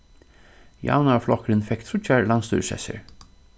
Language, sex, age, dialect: Faroese, male, 36-60, Suðurstreymoy